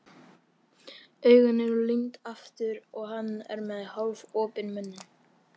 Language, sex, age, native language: Icelandic, male, 13, Icelandic